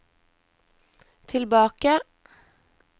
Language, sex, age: Norwegian, female, 23